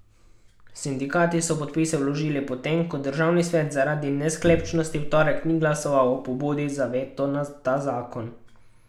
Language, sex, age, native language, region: Slovenian, male, 12-17, Slovenian, Carinthia region